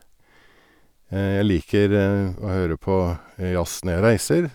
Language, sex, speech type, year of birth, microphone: Norwegian, male, spontaneous, 1961, Sennheiser